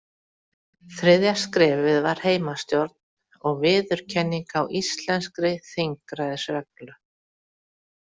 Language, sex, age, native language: Icelandic, female, 40-49, Icelandic